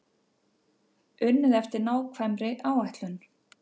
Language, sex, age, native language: Icelandic, female, 50-59, Icelandic